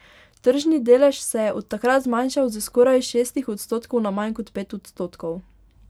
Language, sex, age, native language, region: Slovenian, female, 18-29, Slovenian, Pomurje region